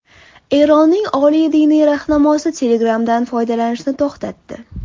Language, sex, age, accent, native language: Uzbek, female, 19-29, Toshkent shahri, Uzbek